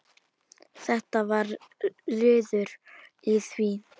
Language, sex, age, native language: Icelandic, female, 10, Icelandic